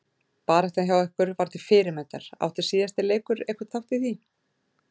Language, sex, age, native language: Icelandic, female, 40-49, Icelandic